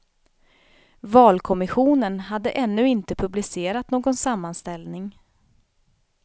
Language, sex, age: Swedish, female, 32